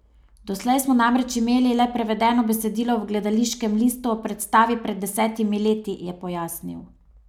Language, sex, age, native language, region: Slovenian, female, 30-49, Slovenian, Savinja region